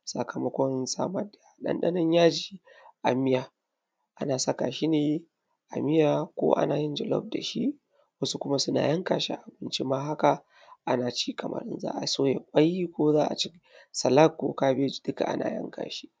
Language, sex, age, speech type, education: Hausa, male, 15-29, spontaneous, primary